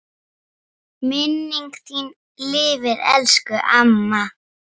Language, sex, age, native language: Icelandic, female, 7, Icelandic